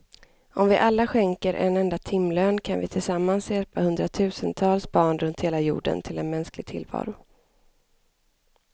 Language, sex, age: Swedish, female, 25